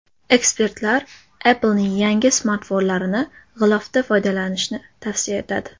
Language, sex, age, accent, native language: Uzbek, female, 18-24, Toshkent shahri, Uzbek